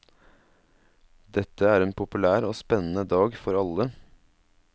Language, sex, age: Norwegian, male, 27